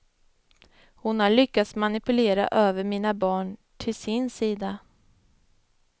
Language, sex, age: Swedish, female, 25